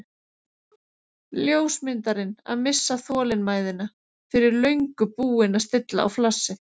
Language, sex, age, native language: Icelandic, female, 30-39, Icelandic